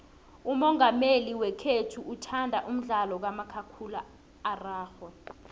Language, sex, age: South Ndebele, female, 20